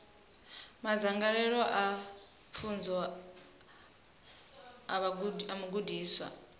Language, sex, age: Venda, female, 23